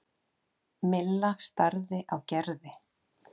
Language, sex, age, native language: Icelandic, female, 8, Icelandic